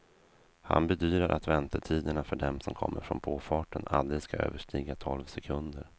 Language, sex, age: Swedish, male, 32